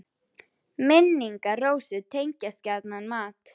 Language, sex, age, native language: Icelandic, female, 11, Icelandic